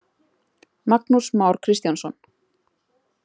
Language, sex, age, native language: Icelandic, female, 30-39, Icelandic